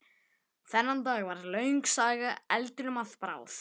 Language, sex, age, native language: Icelandic, male, 11, Icelandic